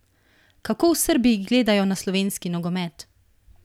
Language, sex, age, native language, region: Slovenian, female, 18-29, Slovenian, Primorsko-notranjska region